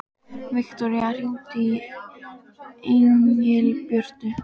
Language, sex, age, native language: Icelandic, female, 12, Icelandic